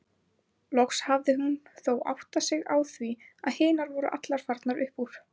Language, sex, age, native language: Icelandic, female, 20-29, Icelandic